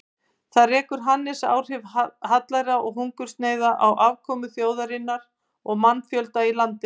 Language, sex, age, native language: Icelandic, female, 50-59, Icelandic